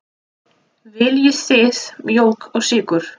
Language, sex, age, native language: Icelandic, female, 30-39, Russian